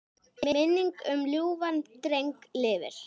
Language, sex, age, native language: Icelandic, female, 10, Icelandic